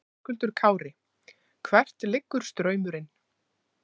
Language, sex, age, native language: Icelandic, female, 20-29, Icelandic